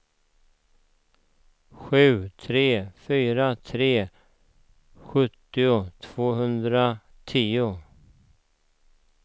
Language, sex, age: Swedish, male, 49